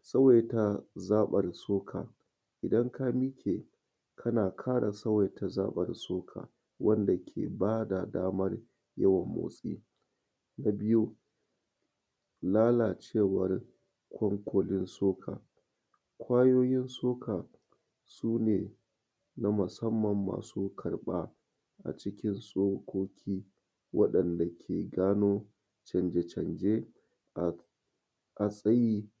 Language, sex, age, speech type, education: Hausa, male, 30-45, spontaneous, tertiary